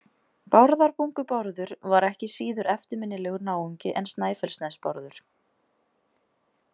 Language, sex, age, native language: Icelandic, female, 20-29, Icelandic